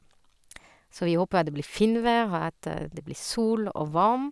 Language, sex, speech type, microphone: Norwegian, female, spontaneous, Sennheiser